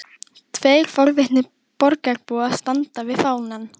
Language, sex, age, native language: Icelandic, female, 12, Icelandic